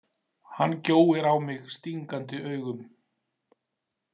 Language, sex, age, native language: Icelandic, male, 40-49, Icelandic